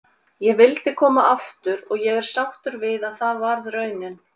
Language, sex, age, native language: Icelandic, female, 40-49, Icelandic